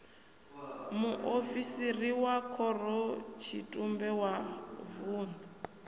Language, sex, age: Venda, female, 28